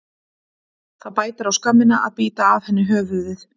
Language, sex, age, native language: Icelandic, female, 40-49, Icelandic